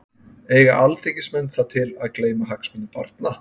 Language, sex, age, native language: Icelandic, male, 30-39, Icelandic